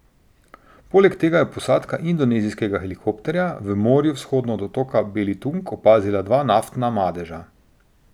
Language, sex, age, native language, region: Slovenian, male, 30-49, Slovenian, Drava region